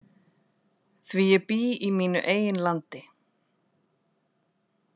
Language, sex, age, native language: Icelandic, female, 40-49, Icelandic